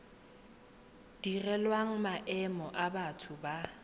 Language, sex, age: Tswana, female, 18